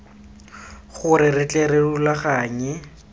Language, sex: Tswana, male